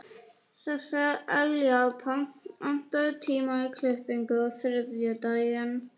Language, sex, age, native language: Icelandic, female, 40-49, Icelandic